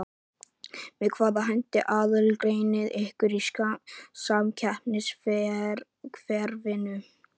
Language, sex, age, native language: Icelandic, male, 11, Icelandic